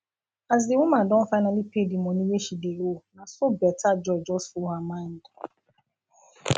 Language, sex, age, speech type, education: Nigerian Pidgin, female, 15-29, spontaneous, tertiary